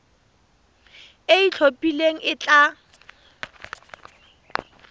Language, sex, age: Tswana, female, 31